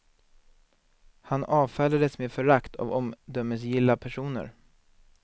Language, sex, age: Swedish, male, 19